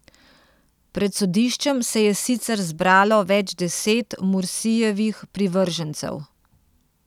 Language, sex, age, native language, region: Slovenian, female, 30-49, Slovenian, Central Slovenia